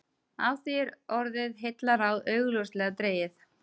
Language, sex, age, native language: Icelandic, female, 30-39, Icelandic